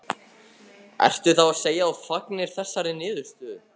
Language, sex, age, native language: Icelandic, male, 14, Icelandic